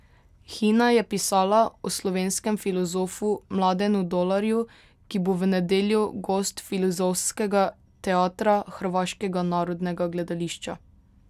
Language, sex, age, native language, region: Slovenian, female, 18-29, Slovenian, Drava region